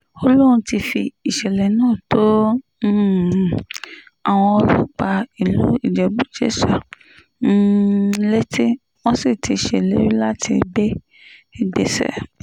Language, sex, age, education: Yoruba, female, 30-45, tertiary